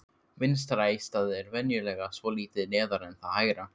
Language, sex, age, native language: Icelandic, male, 15, Icelandic